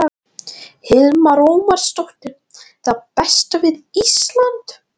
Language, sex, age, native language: Icelandic, male, 12, Latvian